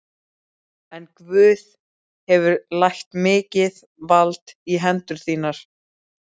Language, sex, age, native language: Icelandic, male, 12, Icelandic